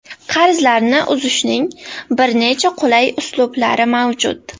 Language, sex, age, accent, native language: Uzbek, female, 18-24, Namangan, Uzbek